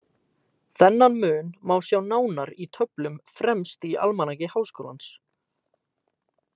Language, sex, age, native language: Icelandic, male, 18-19, Icelandic